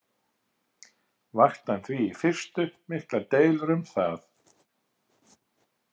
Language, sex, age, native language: Icelandic, male, 50-59, Icelandic